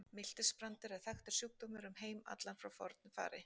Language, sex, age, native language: Icelandic, female, 40-49, Icelandic